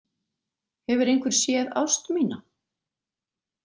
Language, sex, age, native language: Icelandic, female, 40-49, Icelandic